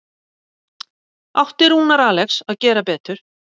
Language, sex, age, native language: Icelandic, female, 60-69, Icelandic